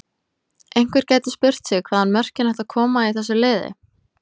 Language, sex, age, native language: Icelandic, female, 20-29, Icelandic